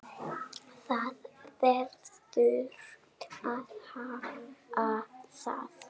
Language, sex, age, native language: Icelandic, female, 7, Icelandic